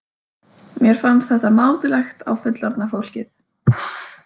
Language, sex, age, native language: Icelandic, female, 18-19, Icelandic